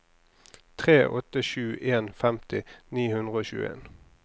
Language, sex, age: Norwegian, male, 26